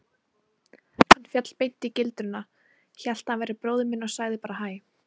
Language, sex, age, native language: Icelandic, female, 40-49, Icelandic